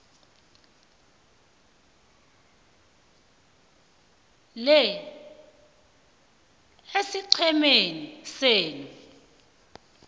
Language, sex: South Ndebele, female